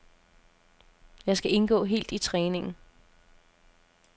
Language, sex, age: Danish, female, 27